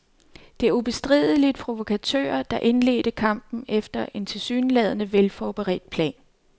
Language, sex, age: Danish, female, 39